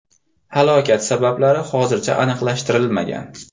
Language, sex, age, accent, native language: Uzbek, male, 25-34, Andijon, Uzbek